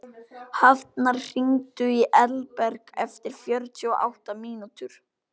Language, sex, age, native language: Icelandic, male, 12, Icelandic